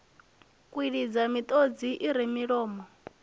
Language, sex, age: Venda, female, 25